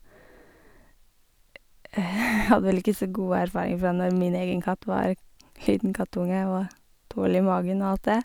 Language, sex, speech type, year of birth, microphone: Norwegian, female, spontaneous, 1988, Sennheiser